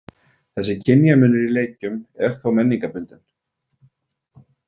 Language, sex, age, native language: Icelandic, male, 40-49, Icelandic